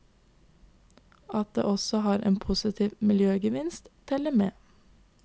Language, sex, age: Norwegian, female, 22